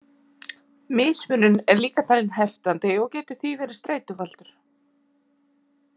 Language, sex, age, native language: Icelandic, female, 40-49, Icelandic